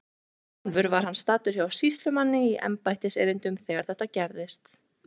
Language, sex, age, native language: Icelandic, female, 20-29, Icelandic